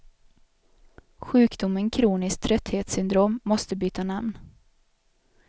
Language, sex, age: Swedish, female, 22